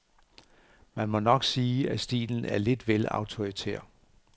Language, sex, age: Danish, male, 58